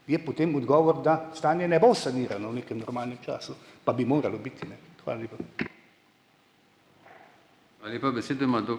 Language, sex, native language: Slovenian, male, Slovenian